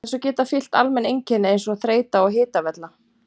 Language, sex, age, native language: Icelandic, female, 40-49, Icelandic